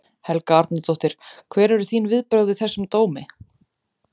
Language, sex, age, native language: Icelandic, female, 30-39, Icelandic